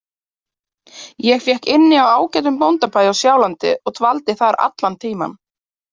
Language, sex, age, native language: Icelandic, female, 30-39, Icelandic